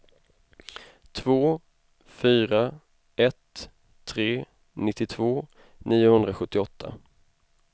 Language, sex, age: Swedish, male, 25